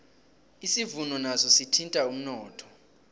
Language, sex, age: South Ndebele, male, 18